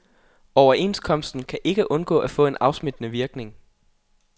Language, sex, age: Danish, male, 21